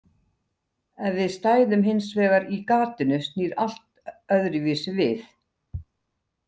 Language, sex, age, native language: Icelandic, female, 60-69, Icelandic